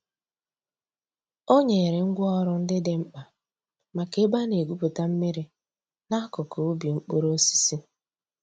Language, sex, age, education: Igbo, female, 15-29, tertiary